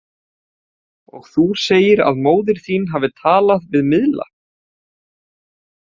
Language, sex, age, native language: Icelandic, male, 18-19, Icelandic